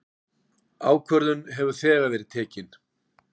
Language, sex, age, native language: Icelandic, male, 60-69, Icelandic